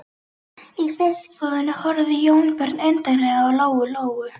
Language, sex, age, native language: Icelandic, female, 11, Icelandic